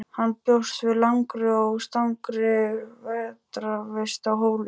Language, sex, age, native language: Icelandic, male, 12, Icelandic